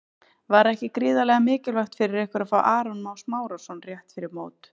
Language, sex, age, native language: Icelandic, female, 30-39, Icelandic